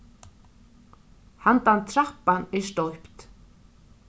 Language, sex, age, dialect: Faroese, female, 36-60, Norðurstreymoy/Eysturoy